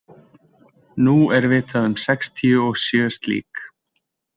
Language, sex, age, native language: Icelandic, male, 20-29, Icelandic